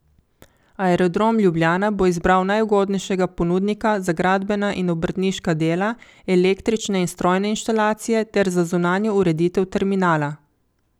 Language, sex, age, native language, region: Slovenian, female, 50-59, Slovenian, Coastal Karst region